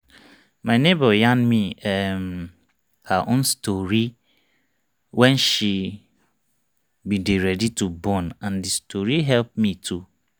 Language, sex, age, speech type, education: Nigerian Pidgin, male, 30-45, spontaneous, tertiary